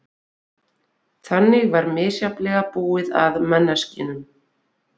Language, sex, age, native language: Icelandic, female, 20-29, Icelandic